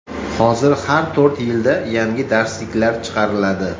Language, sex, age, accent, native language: Uzbek, male, 35+, Toshkent shahri, Uzbek